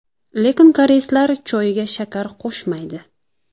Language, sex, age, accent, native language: Uzbek, female, 19-29, Jizzax, Uzbek